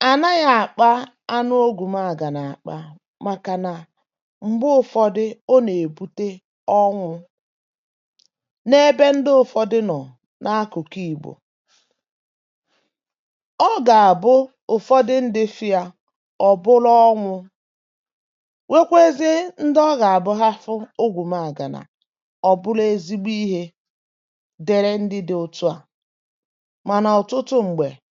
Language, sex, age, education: Igbo, female, 46-60, tertiary